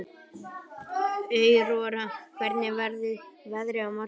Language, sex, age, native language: Icelandic, male, 11, Icelandic